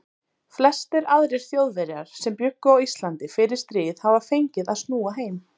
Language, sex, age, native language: Icelandic, female, 30-39, Icelandic